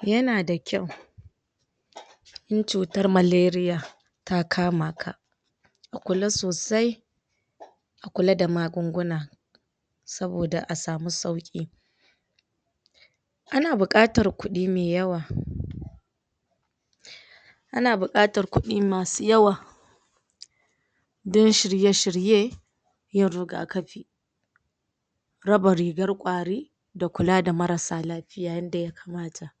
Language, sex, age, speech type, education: Hausa, female, 60+, spontaneous, tertiary